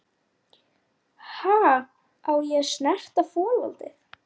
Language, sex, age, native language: Icelandic, female, 9, Lithuanian